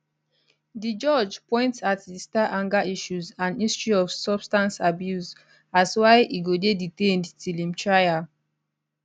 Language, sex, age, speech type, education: Nigerian Pidgin, female, 15-29, spontaneous, tertiary